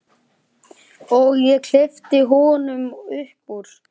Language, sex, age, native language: Icelandic, male, 11, Icelandic